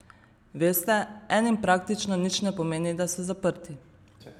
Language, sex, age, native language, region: Slovenian, female, 30-49, Slovenian, Savinja region